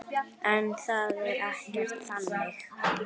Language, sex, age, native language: Icelandic, female, 9, Icelandic